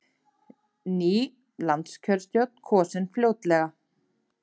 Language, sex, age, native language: Icelandic, female, 30-39, Icelandic